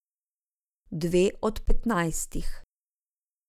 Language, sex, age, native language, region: Slovenian, female, 50-59, Slovenian, Zasavska region